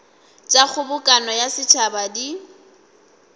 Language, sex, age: Northern Sotho, female, 20